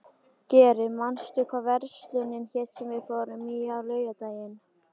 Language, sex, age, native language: Icelandic, female, 11, Icelandic